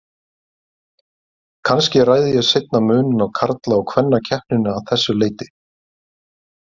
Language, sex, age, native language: Icelandic, male, 30-39, Icelandic